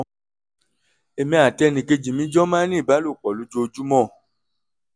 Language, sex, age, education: Yoruba, male, 30-45, tertiary